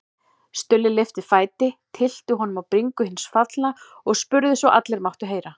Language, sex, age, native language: Icelandic, female, 40-49, Icelandic